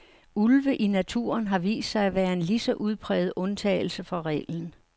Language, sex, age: Danish, female, 69